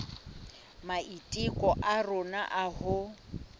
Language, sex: Southern Sotho, female